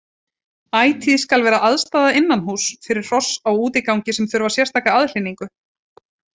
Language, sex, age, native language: Icelandic, female, 40-49, Icelandic